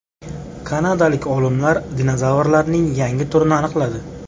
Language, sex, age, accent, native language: Uzbek, male, 18-24, Samarqand, Uzbek